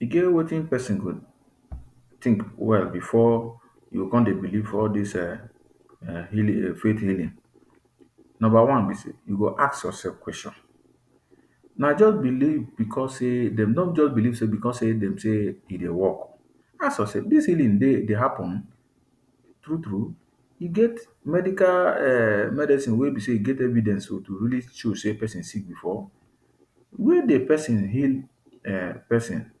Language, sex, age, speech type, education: Nigerian Pidgin, male, 30-45, spontaneous, tertiary